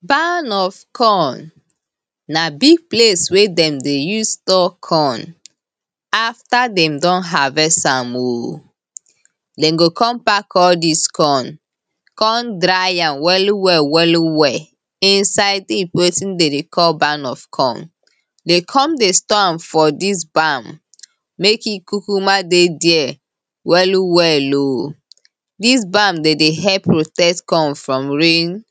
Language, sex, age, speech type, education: Nigerian Pidgin, female, 15-29, spontaneous, tertiary